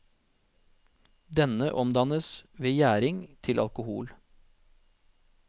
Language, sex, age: Norwegian, male, 40